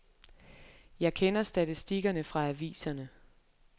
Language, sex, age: Danish, female, 23